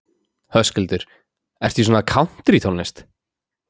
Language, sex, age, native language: Icelandic, male, 20-29, Icelandic